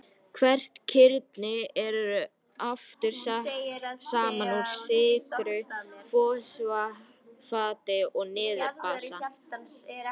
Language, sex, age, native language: Icelandic, female, 50-59, Icelandic